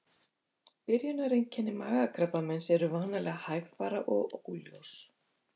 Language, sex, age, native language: Icelandic, female, 50-59, Icelandic